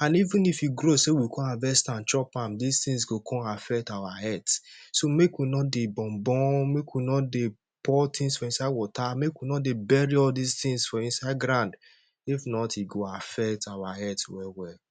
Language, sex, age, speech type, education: Nigerian Pidgin, male, 15-29, spontaneous, tertiary